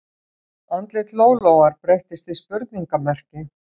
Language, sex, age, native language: Icelandic, female, 60-69, Icelandic